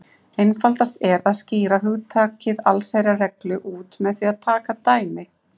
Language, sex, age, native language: Icelandic, female, 30-39, Icelandic